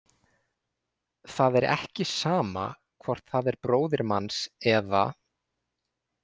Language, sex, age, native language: Icelandic, male, 20-29, Icelandic